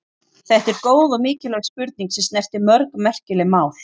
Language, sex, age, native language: Icelandic, female, 40-49, Icelandic